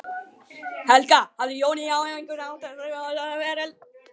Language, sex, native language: Icelandic, other, Chinese